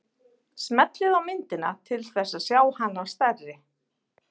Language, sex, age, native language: Icelandic, female, 40-49, Icelandic